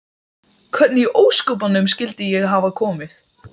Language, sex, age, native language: Icelandic, male, 12, Icelandic